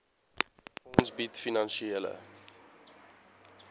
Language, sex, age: Afrikaans, male, 18